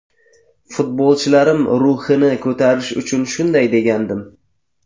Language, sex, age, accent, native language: Uzbek, male, 18-24, Jizzax, Uzbek